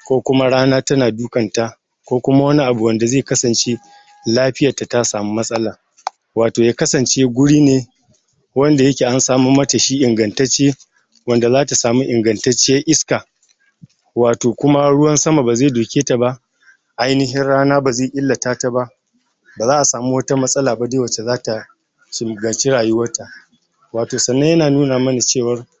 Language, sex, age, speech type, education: Hausa, male, 60+, spontaneous, tertiary